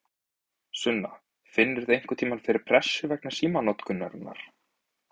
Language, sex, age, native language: Icelandic, male, 20-29, Icelandic